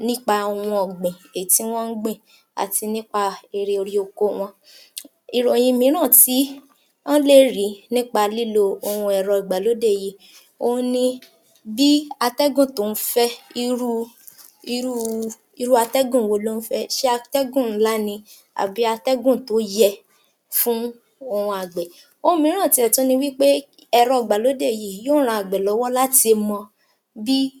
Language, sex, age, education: Yoruba, female, 46-60, tertiary